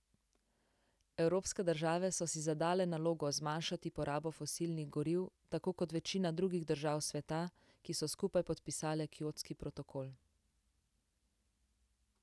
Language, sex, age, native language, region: Slovenian, female, 18-29, Slovenian, Central Slovenia